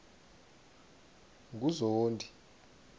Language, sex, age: South Ndebele, male, 22